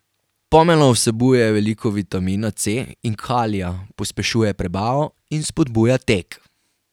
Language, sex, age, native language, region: Slovenian, male, 18-29, Slovenian, Carinthia region